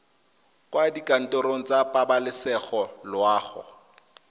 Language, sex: Tswana, male